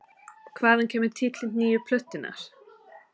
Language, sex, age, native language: Icelandic, female, 30-39, English